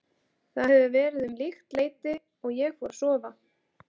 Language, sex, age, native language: Icelandic, female, 40-49, Icelandic